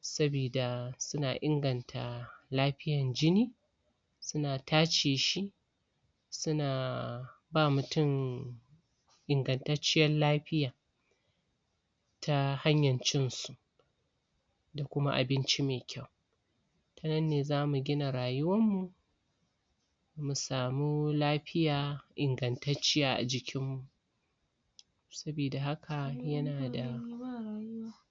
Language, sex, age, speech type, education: Hausa, female, 46-60, spontaneous, tertiary